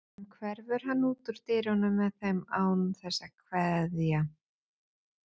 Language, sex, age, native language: Icelandic, female, 40-49, Icelandic